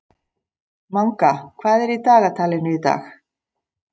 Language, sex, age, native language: Icelandic, female, 50-59, Icelandic